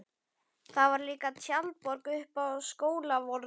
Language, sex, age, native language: Icelandic, male, 11, Icelandic